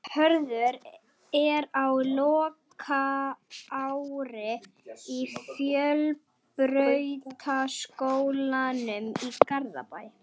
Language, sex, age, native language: Icelandic, female, 12, Swedish